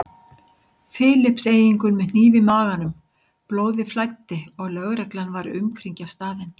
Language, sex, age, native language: Icelandic, female, 60-69, Icelandic